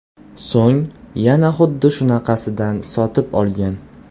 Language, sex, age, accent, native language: Uzbek, male, 18-24, Qoraqalpog'iston, Uzbek